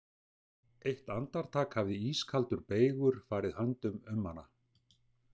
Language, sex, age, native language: Icelandic, male, 60-69, Icelandic